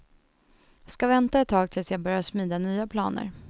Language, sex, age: Swedish, female, 21